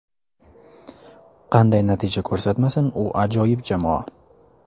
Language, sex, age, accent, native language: Uzbek, male, 18-24, Surxondaryo, Uzbek